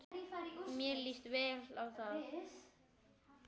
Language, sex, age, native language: Icelandic, male, 10, Icelandic